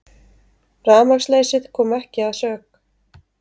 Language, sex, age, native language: Icelandic, female, 30-39, Icelandic